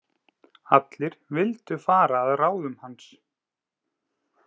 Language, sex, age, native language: Icelandic, male, 30-39, Icelandic